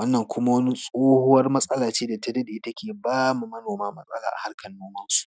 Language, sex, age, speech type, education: Hausa, male, 30-45, spontaneous, tertiary